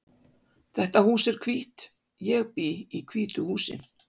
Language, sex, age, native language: Icelandic, female, 50-59, Icelandic